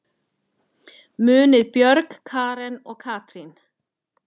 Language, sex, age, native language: Icelandic, female, 10, Icelandic